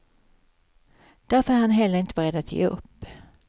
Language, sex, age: Swedish, female, 55